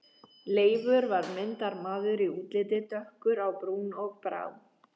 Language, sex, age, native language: Icelandic, female, 13, Icelandic